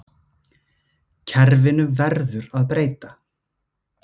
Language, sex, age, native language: Icelandic, male, 20-29, Icelandic